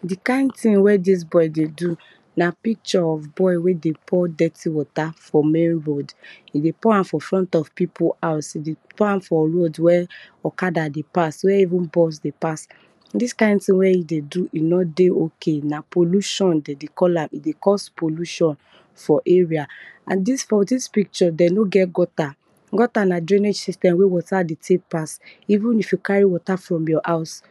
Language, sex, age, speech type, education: Nigerian Pidgin, female, 30-45, spontaneous, tertiary